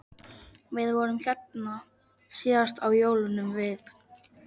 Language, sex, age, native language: Icelandic, male, 11, Polish